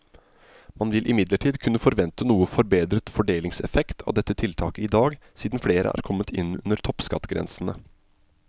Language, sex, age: Norwegian, male, 27